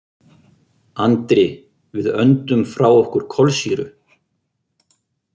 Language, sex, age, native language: Icelandic, male, 50-59, Icelandic